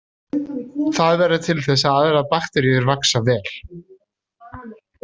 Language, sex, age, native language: Icelandic, male, 30-39, Icelandic